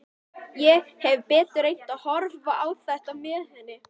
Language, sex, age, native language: Icelandic, female, 11, Icelandic